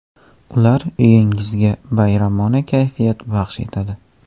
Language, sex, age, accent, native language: Uzbek, male, 18-24, Andijon, Uzbek